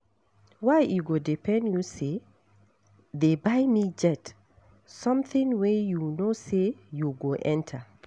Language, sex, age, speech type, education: Nigerian Pidgin, female, 60+, read, tertiary